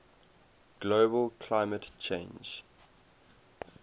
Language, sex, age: English, male, 18